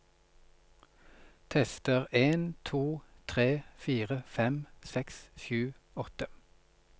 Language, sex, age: Norwegian, male, 42